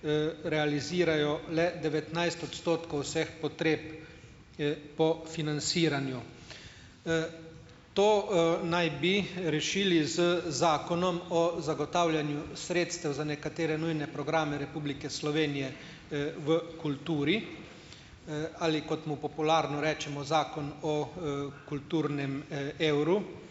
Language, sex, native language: Slovenian, male, Slovenian